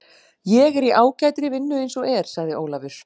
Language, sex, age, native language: Icelandic, female, 40-49, Icelandic